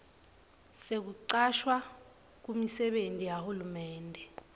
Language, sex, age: Swati, female, 21